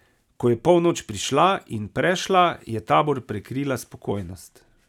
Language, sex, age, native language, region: Slovenian, male, 30-49, Slovenian, Savinja region